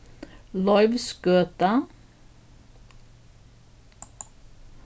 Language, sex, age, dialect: Faroese, female, 61+, Norðuroyggjar